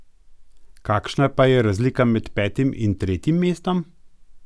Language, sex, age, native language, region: Slovenian, male, 50-59, Slovenian, Gorenjska region